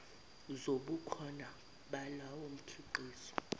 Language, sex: Zulu, female